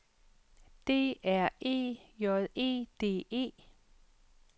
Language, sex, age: Danish, female, 48